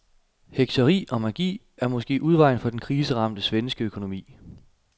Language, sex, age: Danish, male, 27